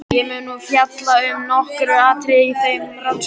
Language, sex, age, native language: Icelandic, male, 12, Icelandic